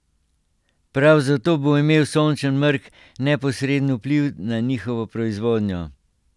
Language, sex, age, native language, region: Slovenian, male, 60+, Slovenian, Central Slovenia